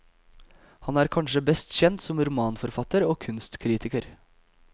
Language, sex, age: Norwegian, male, 22